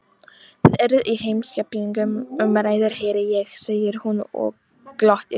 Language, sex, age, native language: Icelandic, female, 18-19, Icelandic